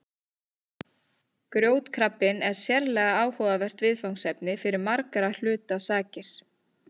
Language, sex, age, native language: Icelandic, female, 30-39, Icelandic